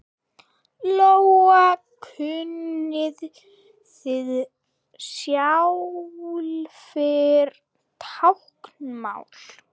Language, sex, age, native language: Icelandic, female, 6, German